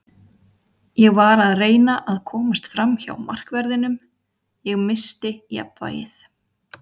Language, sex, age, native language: Icelandic, female, 30-39, Icelandic